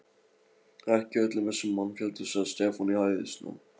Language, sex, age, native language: Icelandic, male, 15, Polish